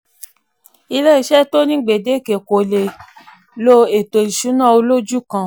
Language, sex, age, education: Yoruba, female, 15-29, tertiary